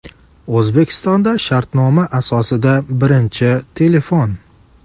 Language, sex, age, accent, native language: Uzbek, male, 18-24, Farg'ona, Uzbek